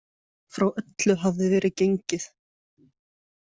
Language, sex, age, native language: Icelandic, female, 20-29, Icelandic